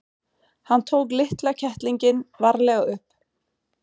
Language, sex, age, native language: Icelandic, female, 40-49, Swedish